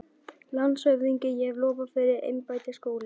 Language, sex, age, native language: Icelandic, female, 12, Icelandic